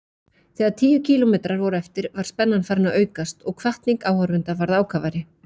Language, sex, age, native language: Icelandic, female, 40-49, Icelandic